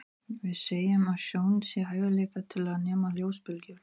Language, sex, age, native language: Icelandic, female, 40-49, Icelandic